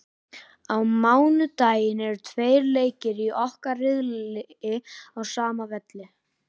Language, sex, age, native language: Icelandic, male, 18-19, Icelandic